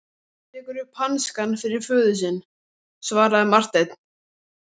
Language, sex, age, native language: Icelandic, male, 12, Icelandic